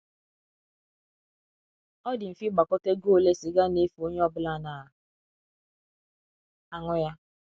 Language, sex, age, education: Igbo, female, 15-29, secondary